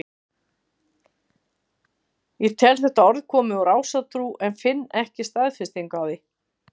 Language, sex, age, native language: Icelandic, female, 50-59, Icelandic